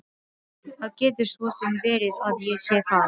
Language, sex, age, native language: Icelandic, female, 12, Icelandic